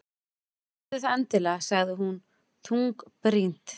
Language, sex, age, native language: Icelandic, female, 40-49, Icelandic